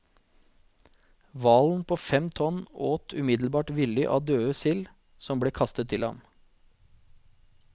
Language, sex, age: Norwegian, male, 40